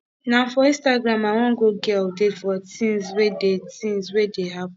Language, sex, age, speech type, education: Nigerian Pidgin, female, 15-29, spontaneous, tertiary